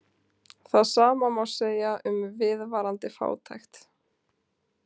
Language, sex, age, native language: Icelandic, female, 20-29, Icelandic